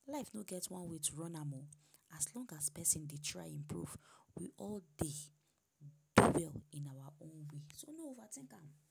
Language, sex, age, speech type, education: Nigerian Pidgin, female, 15-29, spontaneous, tertiary